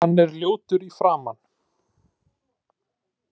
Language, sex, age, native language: Icelandic, male, 30-39, Icelandic